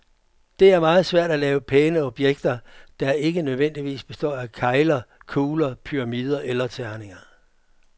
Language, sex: Danish, male